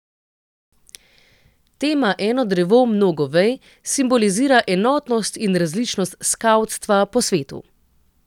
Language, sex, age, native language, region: Slovenian, female, 30-49, Slovenian, Central Slovenia